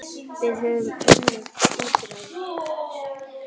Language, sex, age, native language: Icelandic, female, 9, Icelandic